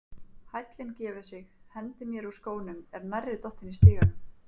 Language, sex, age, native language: Icelandic, female, 30-39, Icelandic